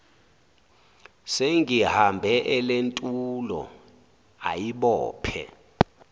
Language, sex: Zulu, male